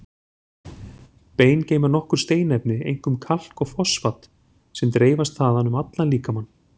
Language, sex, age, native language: Icelandic, male, 40-49, Icelandic